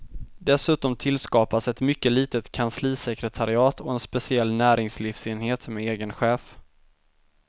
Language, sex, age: Swedish, male, 19